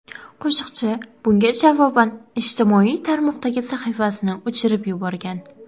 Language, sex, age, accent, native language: Uzbek, female, under 19, Qoraqalpog'iston, Karakalpak